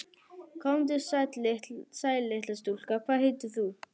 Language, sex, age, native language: Icelandic, female, 11, Icelandic